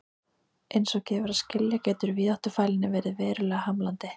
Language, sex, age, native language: Icelandic, female, 30-39, Icelandic